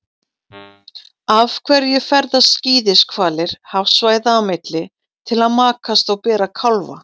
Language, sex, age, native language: Icelandic, female, 40-49, Icelandic